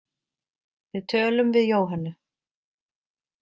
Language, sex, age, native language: Icelandic, female, 40-49, Icelandic